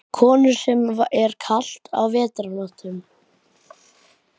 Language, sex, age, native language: Icelandic, male, 12, Icelandic